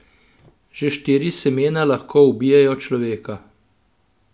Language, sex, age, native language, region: Slovenian, male, 50-59, Slovenian, Central Slovenia